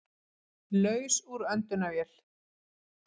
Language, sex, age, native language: Icelandic, female, 40-49, Icelandic